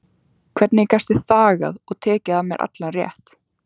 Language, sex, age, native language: Icelandic, female, 14, Icelandic